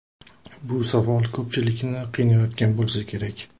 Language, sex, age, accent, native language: Uzbek, male, 25-34, Toshkent viloyati, Uzbek